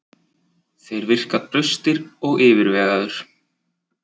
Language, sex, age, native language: Icelandic, male, 20-29, Icelandic